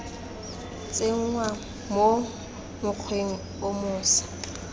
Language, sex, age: Tswana, female, 20